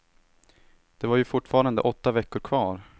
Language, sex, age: Swedish, male, 18